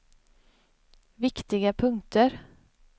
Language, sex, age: Swedish, female, 25